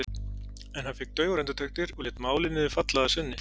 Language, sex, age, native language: Icelandic, male, 40-49, Icelandic